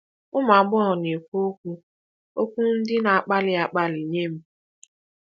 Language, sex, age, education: Igbo, female, 15-29, tertiary